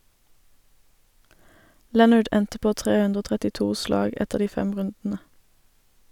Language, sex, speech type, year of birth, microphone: Norwegian, female, read, 1987, Sennheiser